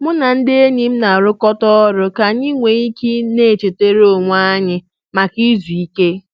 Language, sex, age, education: Igbo, female, 15-29, tertiary